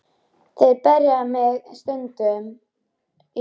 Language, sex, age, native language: Icelandic, female, 13, Icelandic